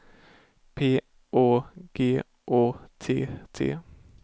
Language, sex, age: Swedish, male, 18